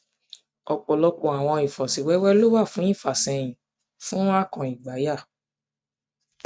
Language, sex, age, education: Yoruba, female, 15-29, tertiary